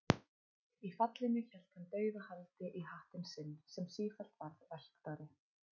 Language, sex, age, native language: Icelandic, female, 20-29, Icelandic